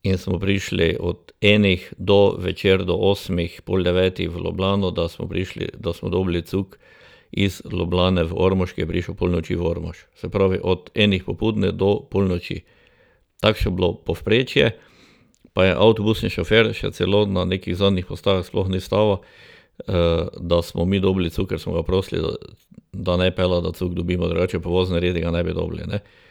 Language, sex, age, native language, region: Slovenian, male, 60+, Slovenian, Drava region